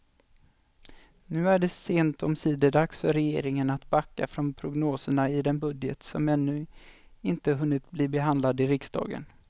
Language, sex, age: Swedish, male, 25